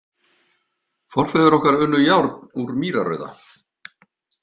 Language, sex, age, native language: Icelandic, male, 50-59, Icelandic